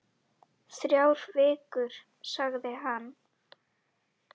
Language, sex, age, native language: Icelandic, female, 10, Icelandic